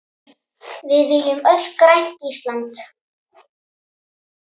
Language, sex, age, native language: Icelandic, female, 10, Icelandic